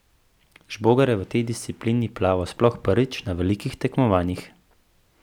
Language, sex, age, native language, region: Slovenian, male, 18-29, Slovenian, Central Slovenia